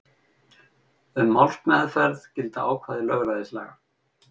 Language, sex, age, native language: Icelandic, male, 50-59, Icelandic